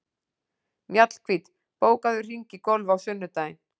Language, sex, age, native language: Icelandic, female, 40-49, Icelandic